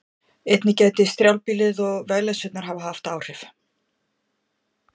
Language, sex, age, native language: Icelandic, female, 50-59, Icelandic